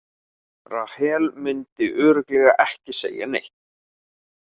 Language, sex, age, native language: Icelandic, male, 30-39, Icelandic